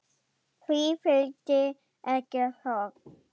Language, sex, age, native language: Icelandic, female, 10, German